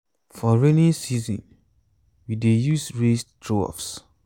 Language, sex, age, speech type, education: Nigerian Pidgin, male, 15-29, spontaneous, tertiary